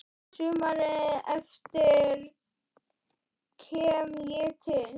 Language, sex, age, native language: Icelandic, male, 10, Icelandic